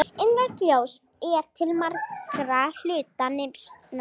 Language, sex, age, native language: Icelandic, female, 40-49, Icelandic